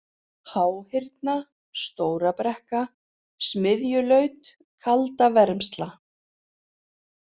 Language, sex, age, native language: Icelandic, female, 40-49, Icelandic